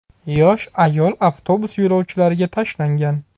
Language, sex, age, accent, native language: Uzbek, male, 30-39, Buxoro, Uzbek